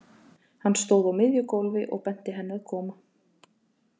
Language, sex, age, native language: Icelandic, female, 30-39, Icelandic